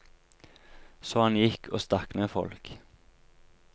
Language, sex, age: Norwegian, male, 23